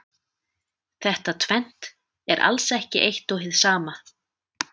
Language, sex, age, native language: Icelandic, female, 30-39, Icelandic